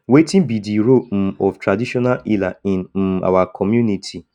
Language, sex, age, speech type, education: Nigerian Pidgin, male, 15-29, spontaneous, tertiary